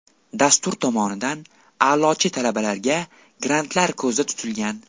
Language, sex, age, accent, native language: Uzbek, male, 18-24, Buxoro, Uzbek